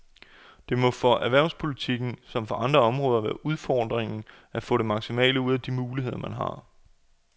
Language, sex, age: Danish, male, 28